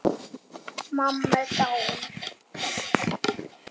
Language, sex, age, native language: Icelandic, male, 7, Icelandic